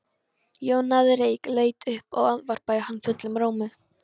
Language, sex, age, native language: Icelandic, female, 13, Polish